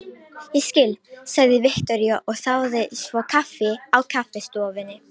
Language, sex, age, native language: Icelandic, female, 18-19, Romanian